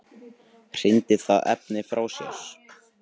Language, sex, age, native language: Icelandic, male, 18-19, Icelandic